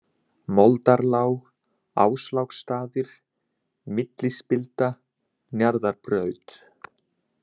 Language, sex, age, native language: Icelandic, male, 20-29, Icelandic